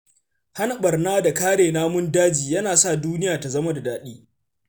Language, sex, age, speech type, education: Hausa, male, 15-29, read, secondary